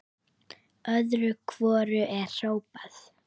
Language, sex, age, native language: Icelandic, female, 9, Icelandic